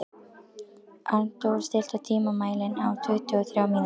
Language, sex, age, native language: Icelandic, female, 12, Icelandic